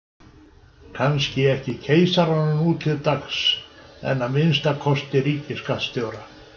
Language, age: Icelandic, 70-79